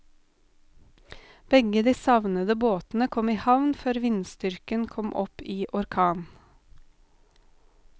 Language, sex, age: Norwegian, female, 32